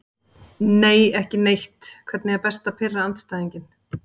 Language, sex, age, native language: Icelandic, female, 40-49, Icelandic